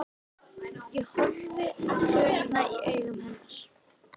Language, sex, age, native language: Icelandic, female, 13, Icelandic